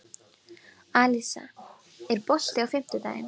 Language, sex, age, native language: Icelandic, female, 12, Icelandic